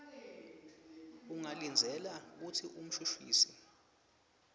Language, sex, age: Swati, male, 23